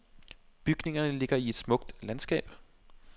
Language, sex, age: Danish, male, 25